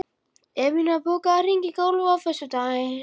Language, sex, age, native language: Icelandic, male, 11, Icelandic